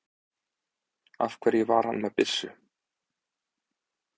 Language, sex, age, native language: Icelandic, male, 20-29, Icelandic